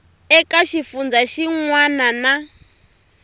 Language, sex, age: Tsonga, female, 23